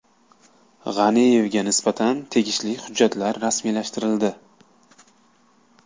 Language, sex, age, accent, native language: Uzbek, male, 19-29, Qashqadaryo, Uzbek